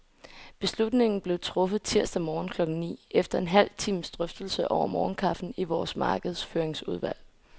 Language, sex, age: Danish, female, 20